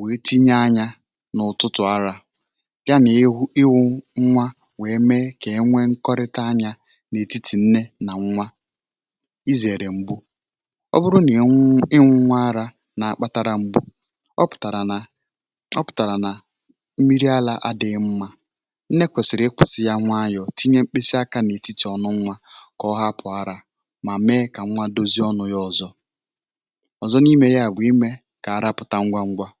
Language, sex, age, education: Igbo, male, 15-29, tertiary